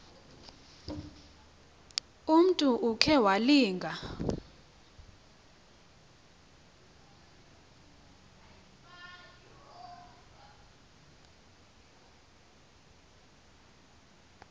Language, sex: Xhosa, female